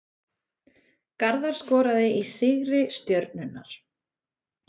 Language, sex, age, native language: Icelandic, female, 20-29, Icelandic